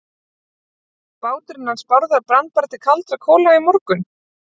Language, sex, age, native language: Icelandic, female, 20-29, Icelandic